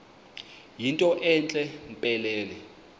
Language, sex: Xhosa, male